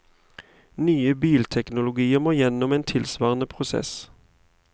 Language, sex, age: Norwegian, male, 31